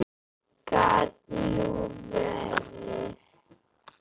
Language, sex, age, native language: Icelandic, female, 10, Icelandic